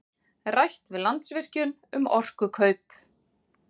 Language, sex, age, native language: Icelandic, female, 40-49, Icelandic